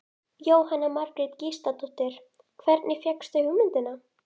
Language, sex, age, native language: Icelandic, female, 11, Icelandic